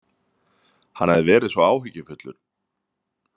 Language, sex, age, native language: Icelandic, male, 30-39, Icelandic